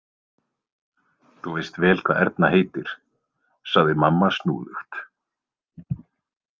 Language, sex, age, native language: Icelandic, male, 20-29, Icelandic